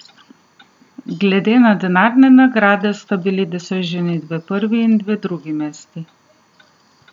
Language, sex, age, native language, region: Slovenian, female, 30-49, Slovenian, Southeast Slovenia